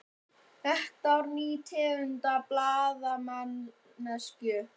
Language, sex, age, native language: Icelandic, male, 11, Icelandic